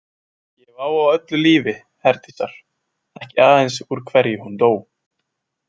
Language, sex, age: Icelandic, male, 20-29